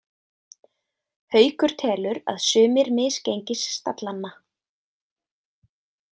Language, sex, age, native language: Icelandic, female, 20-29, Icelandic